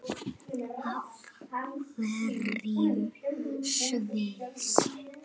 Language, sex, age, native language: Icelandic, female, 8, Icelandic